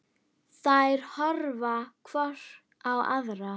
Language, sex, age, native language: Icelandic, female, 9, Icelandic